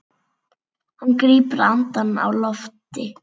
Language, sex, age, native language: Icelandic, female, 7, Icelandic